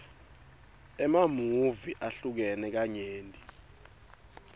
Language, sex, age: Swati, male, 22